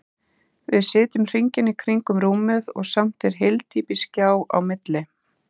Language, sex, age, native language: Icelandic, female, 30-39, Icelandic